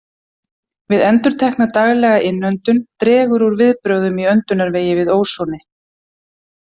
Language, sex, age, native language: Icelandic, female, 50-59, Icelandic